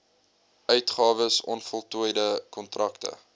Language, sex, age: Afrikaans, male, 22